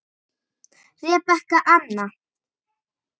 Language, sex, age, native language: Icelandic, female, 8, Icelandic